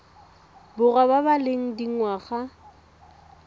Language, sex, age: Tswana, female, 18